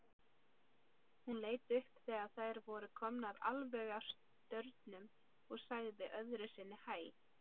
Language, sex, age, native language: Icelandic, female, 30-39, Icelandic